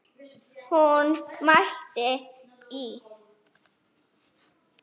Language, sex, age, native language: Icelandic, female, 7, Icelandic